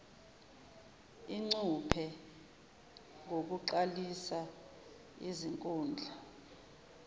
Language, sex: Zulu, female